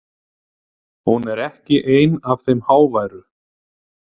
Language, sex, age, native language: Icelandic, male, 30-39, Icelandic